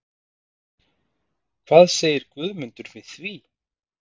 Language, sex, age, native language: Icelandic, male, 30-39, Icelandic